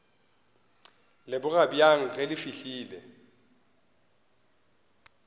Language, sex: Northern Sotho, male